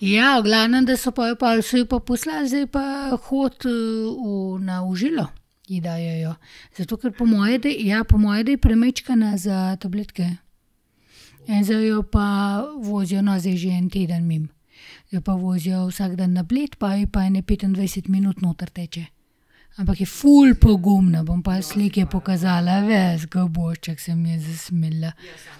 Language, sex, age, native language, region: Slovenian, female, 30-49, Slovenian, Gorenjska region